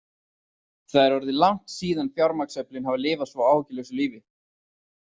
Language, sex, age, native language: Icelandic, male, 30-39, Icelandic